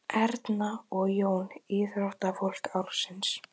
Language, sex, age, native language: Icelandic, female, 18-19, Icelandic